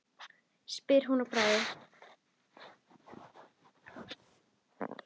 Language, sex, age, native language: Icelandic, female, 10, Icelandic